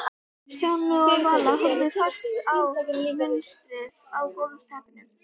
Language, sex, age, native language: Icelandic, female, 12, Icelandic